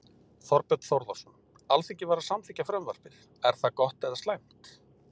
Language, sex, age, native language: Icelandic, male, 40-49, Icelandic